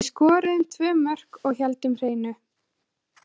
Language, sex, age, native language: Icelandic, female, 20-29, Icelandic